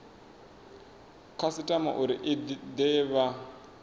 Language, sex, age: Venda, male, 24